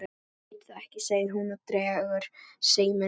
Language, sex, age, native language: Icelandic, female, 11, Icelandic